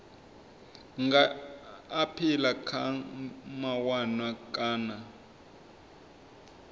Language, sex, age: Venda, male, 24